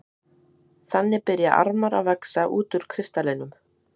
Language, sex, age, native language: Icelandic, female, 18-19, Icelandic